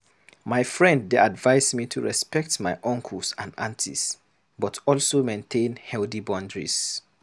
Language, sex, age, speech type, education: Nigerian Pidgin, male, 15-29, read, secondary